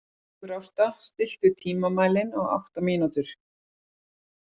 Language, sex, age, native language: Icelandic, female, 40-49, Icelandic